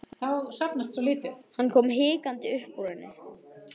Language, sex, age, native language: Icelandic, male, 12, Icelandic